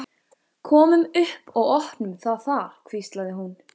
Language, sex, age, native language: Icelandic, female, 14, Icelandic